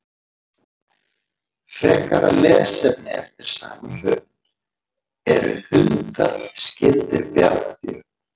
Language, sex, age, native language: Icelandic, male, 40-49, Icelandic